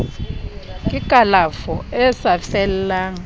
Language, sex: Southern Sotho, female